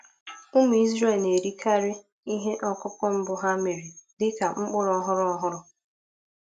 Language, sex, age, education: Igbo, female, 15-29, tertiary